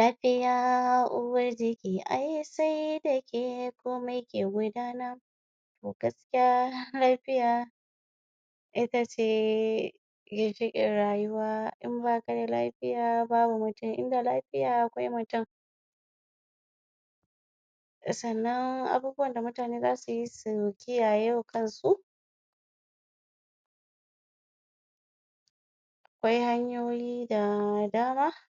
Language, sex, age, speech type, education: Hausa, female, 46-60, spontaneous, tertiary